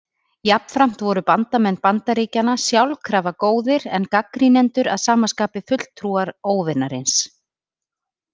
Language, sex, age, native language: Icelandic, female, 30-39, Icelandic